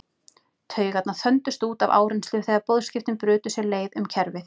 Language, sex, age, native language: Icelandic, female, 30-39, Icelandic